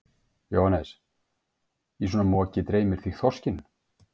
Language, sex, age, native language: Icelandic, male, 50-59, Icelandic